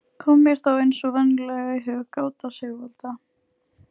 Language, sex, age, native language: Icelandic, female, 20-29, Icelandic